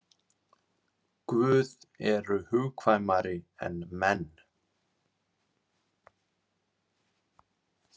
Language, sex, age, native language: Icelandic, male, 30-39, Icelandic